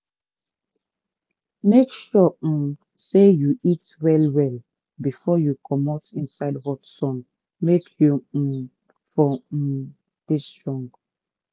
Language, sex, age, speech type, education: Nigerian Pidgin, female, 30-45, spontaneous, tertiary